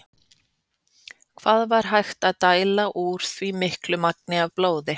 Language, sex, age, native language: Icelandic, female, 40-49, Icelandic